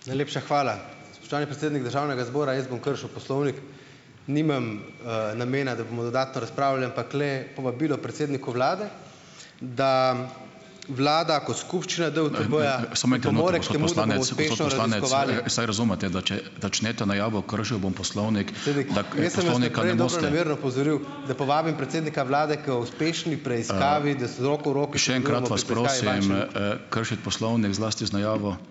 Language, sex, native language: Slovenian, male, Slovenian